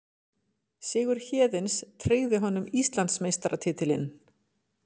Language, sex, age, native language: Icelandic, female, 50-59, Icelandic